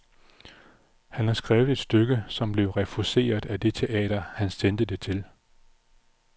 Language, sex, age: Danish, male, 46